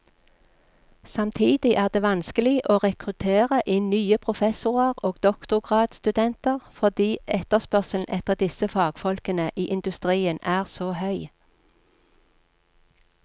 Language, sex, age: Norwegian, female, 46